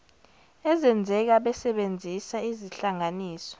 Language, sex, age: Zulu, female, 17